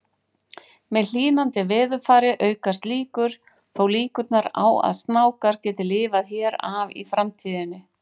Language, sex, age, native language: Icelandic, female, 40-49, Icelandic